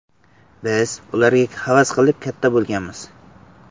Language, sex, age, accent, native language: Uzbek, male, 12-17, Samarqand, Uzbek